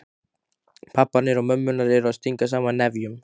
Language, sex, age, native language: Icelandic, male, 15, Icelandic